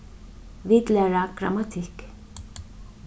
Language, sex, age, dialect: Faroese, female, 36-60, Suðurstreymoy